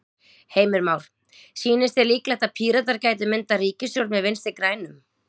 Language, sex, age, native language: Icelandic, female, 20-29, Icelandic